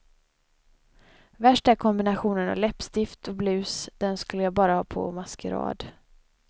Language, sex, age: Swedish, female, 25